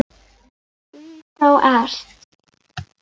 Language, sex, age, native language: Icelandic, female, 6, Icelandic